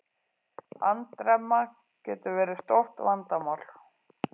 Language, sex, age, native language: Icelandic, female, 40-49, Icelandic